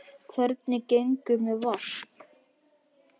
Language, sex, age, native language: Icelandic, male, 9, Icelandic